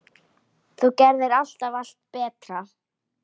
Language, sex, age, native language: Icelandic, female, 10, Icelandic